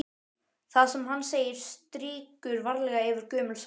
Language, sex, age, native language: Icelandic, male, 12, Icelandic